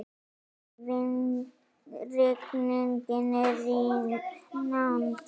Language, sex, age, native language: Icelandic, female, 9, Icelandic